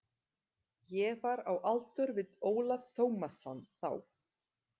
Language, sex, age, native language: Icelandic, female, 30-39, Serbo-Croatian